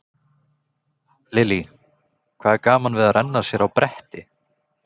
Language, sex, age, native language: Icelandic, male, 20-29, Icelandic